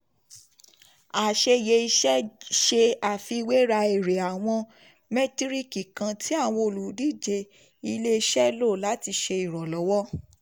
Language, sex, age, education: Yoruba, female, 15-29, tertiary